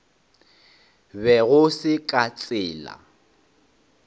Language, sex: Northern Sotho, male